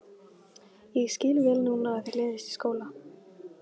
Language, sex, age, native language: Icelandic, female, 15, Icelandic